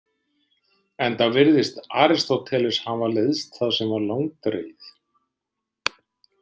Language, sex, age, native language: Icelandic, male, 60-69, Icelandic